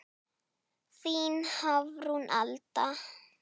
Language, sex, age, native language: Icelandic, female, 9, Icelandic